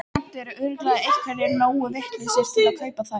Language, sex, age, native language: Icelandic, female, 12, Icelandic